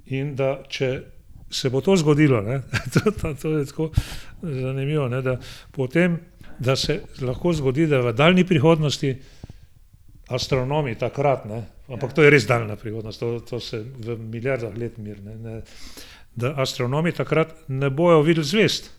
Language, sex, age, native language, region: Slovenian, male, 60+, Slovenian, Gorenjska region